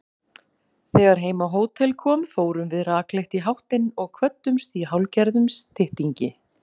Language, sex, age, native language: Icelandic, female, 40-49, Icelandic